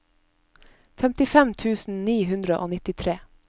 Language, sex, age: Norwegian, female, 22